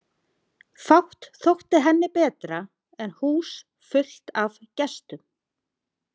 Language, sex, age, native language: Icelandic, female, 30-39, Icelandic